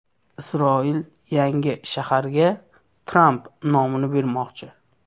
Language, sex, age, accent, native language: Uzbek, male, 18-24, Namangan, Uzbek